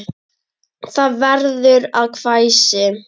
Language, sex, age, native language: Icelandic, female, 10, Icelandic